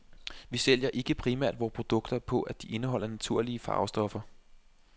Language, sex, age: Danish, male, 25